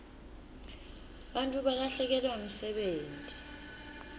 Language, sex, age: Swati, female, 22